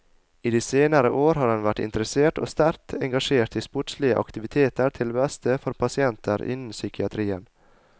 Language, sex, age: Norwegian, male, 22